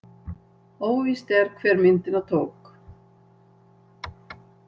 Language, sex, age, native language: Icelandic, female, 60-69, Icelandic